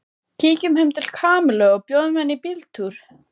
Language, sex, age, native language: Icelandic, female, 14, Icelandic